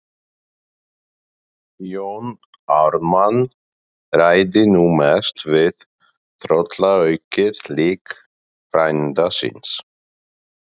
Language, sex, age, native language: Icelandic, male, 40-49, Polish